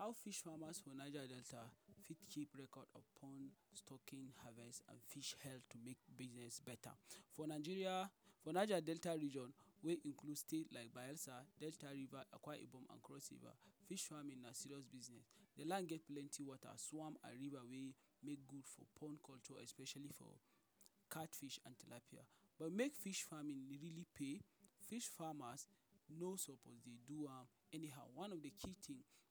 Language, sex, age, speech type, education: Nigerian Pidgin, male, 30-45, spontaneous, tertiary